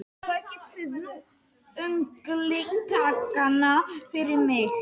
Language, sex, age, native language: Icelandic, male, 18-19, Polish